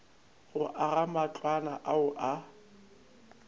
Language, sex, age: Northern Sotho, male, 25